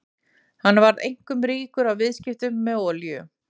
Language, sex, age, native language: Icelandic, female, 40-49, Icelandic